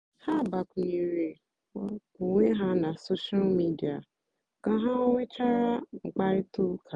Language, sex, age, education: Igbo, female, 15-29, tertiary